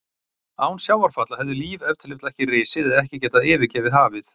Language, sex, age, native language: Icelandic, male, 40-49, Icelandic